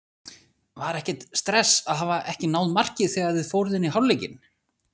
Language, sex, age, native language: Icelandic, male, 40-49, Icelandic